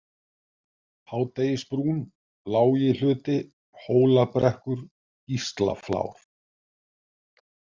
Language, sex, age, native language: Icelandic, male, 50-59, Icelandic